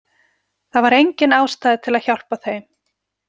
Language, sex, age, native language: Icelandic, female, 40-49, Icelandic